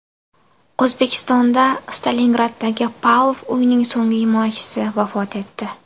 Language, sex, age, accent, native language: Uzbek, female, 19-29, Buxoro, Uzbek